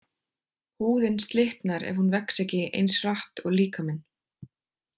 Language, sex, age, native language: Icelandic, female, 20-29, Icelandic